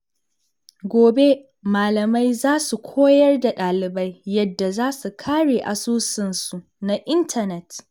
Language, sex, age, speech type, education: Hausa, female, 15-29, read, secondary